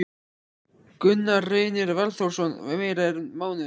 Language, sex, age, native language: Icelandic, male, 14, Icelandic